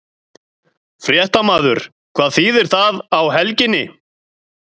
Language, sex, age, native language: Icelandic, male, 30-39, Icelandic